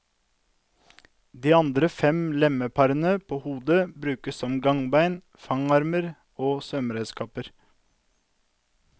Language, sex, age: Norwegian, male, 32